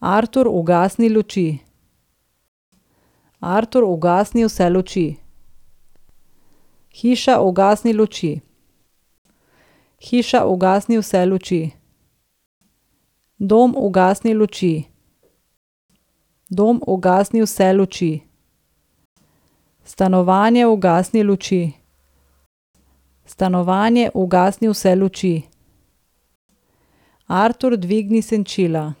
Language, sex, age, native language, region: Slovenian, female, 30-49, Slovenian, Southeast Slovenia